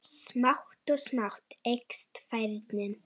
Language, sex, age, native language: Icelandic, female, 9, Icelandic